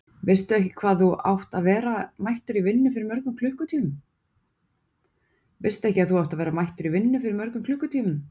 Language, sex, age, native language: Icelandic, female, 40-49, Icelandic